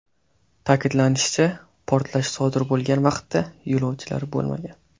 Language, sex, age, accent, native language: Uzbek, male, 18-24, Qashqadaryo, Uzbek